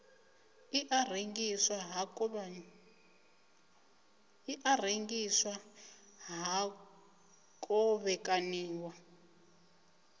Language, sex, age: Venda, female, 25